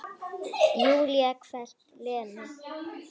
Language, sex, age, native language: Icelandic, male, 10, Icelandic